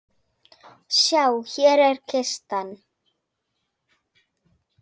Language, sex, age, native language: Icelandic, female, 9, Icelandic